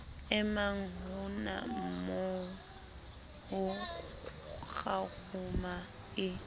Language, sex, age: Southern Sotho, female, 19